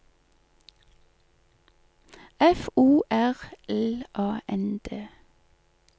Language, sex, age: Norwegian, female, 48